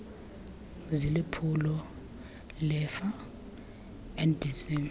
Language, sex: Xhosa, female